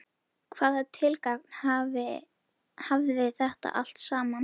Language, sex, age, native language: Icelandic, female, 11, Icelandic